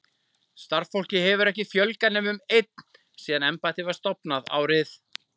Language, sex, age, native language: Icelandic, male, 40-49, Icelandic